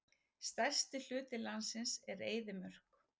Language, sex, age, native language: Icelandic, female, 40-49, Icelandic